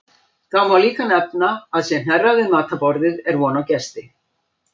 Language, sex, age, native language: Icelandic, female, 60-69, Icelandic